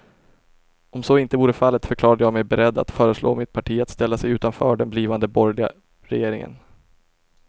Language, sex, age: Swedish, male, 24